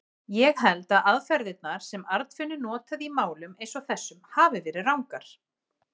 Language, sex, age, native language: Icelandic, female, 40-49, Icelandic